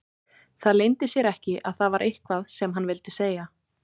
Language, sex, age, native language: Icelandic, female, 18-19, Icelandic